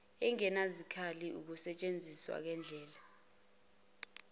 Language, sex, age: Zulu, female, 21